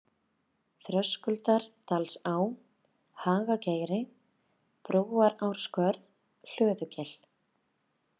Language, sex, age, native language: Icelandic, female, 30-39, Icelandic